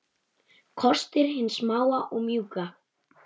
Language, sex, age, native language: Icelandic, male, 9, Icelandic